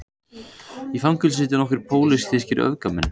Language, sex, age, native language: Icelandic, male, 18-19, Icelandic